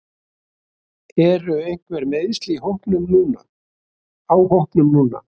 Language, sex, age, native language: Icelandic, male, 60-69, Icelandic